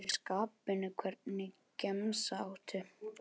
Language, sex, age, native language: Icelandic, male, 12, Icelandic